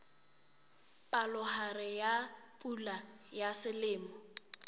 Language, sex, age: Southern Sotho, female, 23